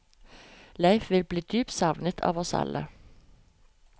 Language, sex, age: Norwegian, female, 45